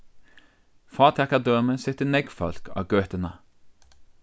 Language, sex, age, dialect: Faroese, male, 36-60, Norðurstreymoy/Eysturoy